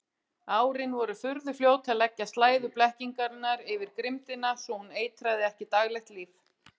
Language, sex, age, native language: Icelandic, female, 40-49, Icelandic